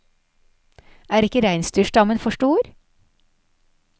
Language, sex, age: Norwegian, female, 46